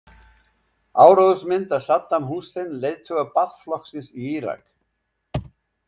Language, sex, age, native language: Icelandic, male, 70-79, Icelandic